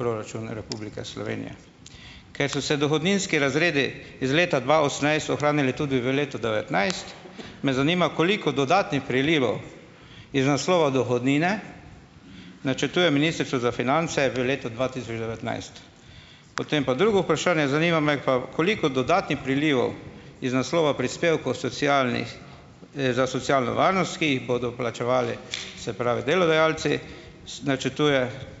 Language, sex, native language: Slovenian, male, Slovenian